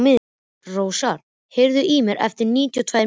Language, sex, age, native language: Icelandic, male, 12, Icelandic